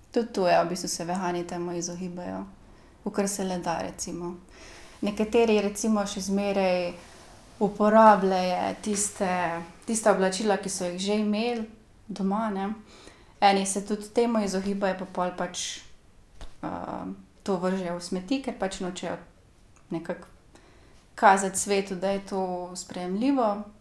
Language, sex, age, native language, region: Slovenian, female, 18-29, Slovenian, Gorica region